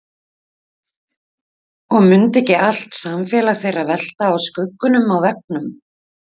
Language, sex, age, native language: Icelandic, female, 50-59, Icelandic